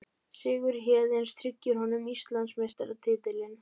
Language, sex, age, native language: Icelandic, female, 18-19, Icelandic